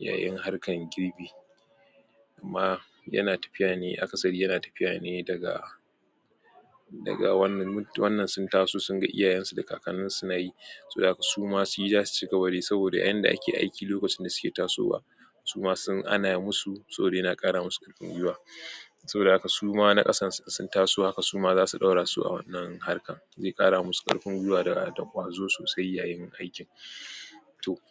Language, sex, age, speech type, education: Hausa, male, 46-60, spontaneous, tertiary